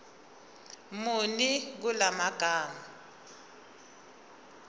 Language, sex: Zulu, female